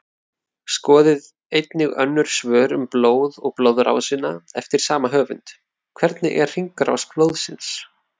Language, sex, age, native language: Icelandic, male, 30-39, Icelandic